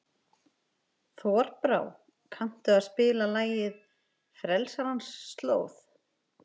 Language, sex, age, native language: Icelandic, female, 12, Icelandic